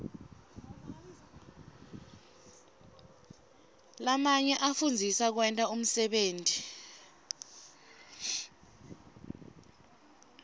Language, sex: Swati, female